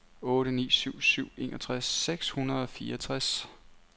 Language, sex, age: Danish, male, 29